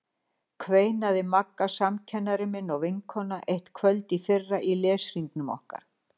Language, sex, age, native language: Icelandic, female, 60-69, Icelandic